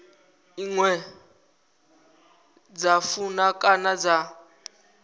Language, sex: Venda, male